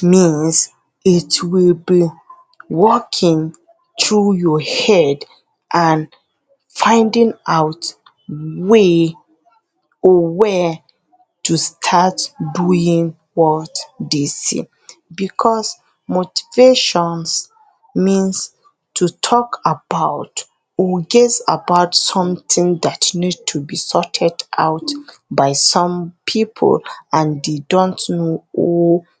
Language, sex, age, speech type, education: Hausa, female, 30-45, spontaneous, tertiary